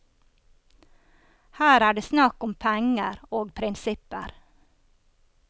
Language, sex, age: Norwegian, female, 54